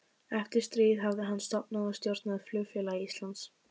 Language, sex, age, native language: Icelandic, female, 15, Icelandic